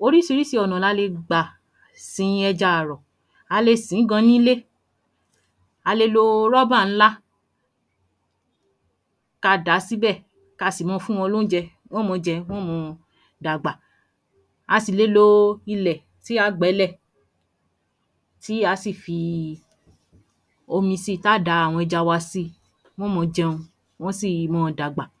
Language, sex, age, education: Yoruba, female, 30-45, tertiary